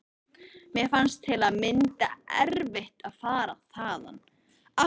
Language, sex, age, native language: Icelandic, female, 13, Icelandic